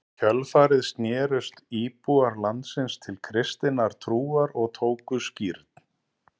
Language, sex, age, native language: Icelandic, male, 40-49, Icelandic